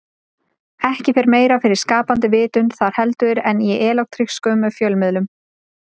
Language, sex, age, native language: Icelandic, female, 30-39, Icelandic